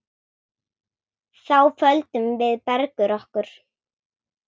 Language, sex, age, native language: Icelandic, female, 8, Icelandic